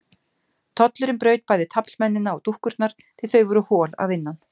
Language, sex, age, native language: Icelandic, female, 50-59, Icelandic